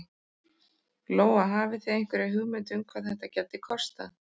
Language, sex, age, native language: Icelandic, male, 13, Icelandic